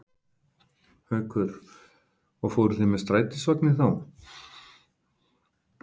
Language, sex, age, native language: Icelandic, male, 50-59, Icelandic